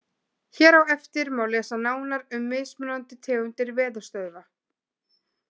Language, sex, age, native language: Icelandic, female, 20-29, Icelandic